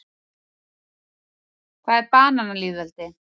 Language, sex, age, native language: Icelandic, female, 30-39, Icelandic